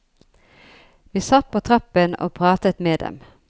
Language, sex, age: Norwegian, female, 40